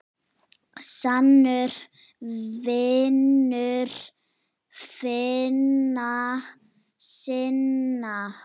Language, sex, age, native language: Icelandic, female, 6, Icelandic